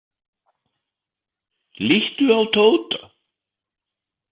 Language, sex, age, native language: Icelandic, male, 50-59, Icelandic